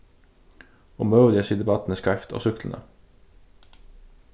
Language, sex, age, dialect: Faroese, male, 15-35, Suðurstreymoy